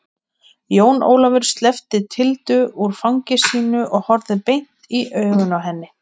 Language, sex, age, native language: Icelandic, female, 20-29, Icelandic